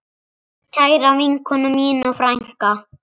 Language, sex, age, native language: Icelandic, male, 7, Icelandic